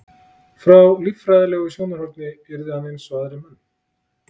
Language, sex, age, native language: Icelandic, male, 30-39, Icelandic